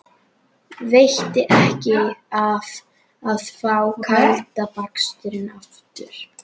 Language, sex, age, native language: Icelandic, female, 11, Icelandic